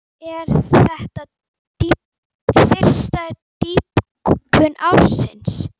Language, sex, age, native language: Icelandic, female, 9, Icelandic